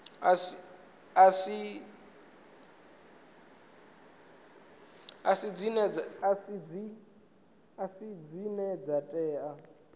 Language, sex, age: Venda, male, 19